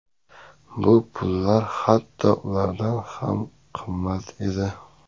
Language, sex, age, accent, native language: Uzbek, male, 25-34, Sirdaryo, Uzbek